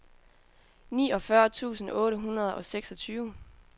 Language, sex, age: Danish, female, 20